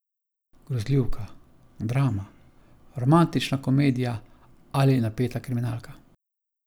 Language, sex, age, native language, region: Slovenian, male, 50-59, Slovenian, Savinja region